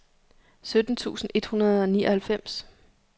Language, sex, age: Danish, female, 34